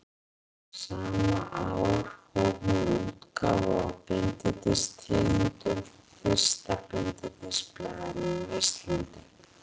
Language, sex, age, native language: Icelandic, female, 40-49, Icelandic